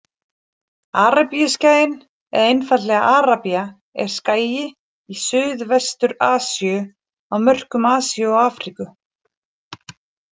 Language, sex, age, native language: Icelandic, female, 40-49, Icelandic